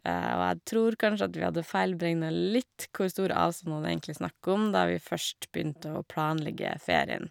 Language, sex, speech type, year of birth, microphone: Norwegian, female, spontaneous, 1982, Shure